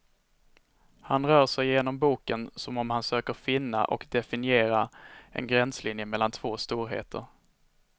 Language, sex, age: Swedish, male, 21